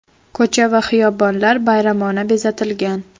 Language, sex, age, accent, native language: Uzbek, female, 12-17, Farg'ona, Uzbek